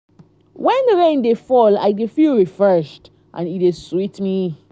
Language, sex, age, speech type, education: Nigerian Pidgin, female, 30-45, spontaneous, tertiary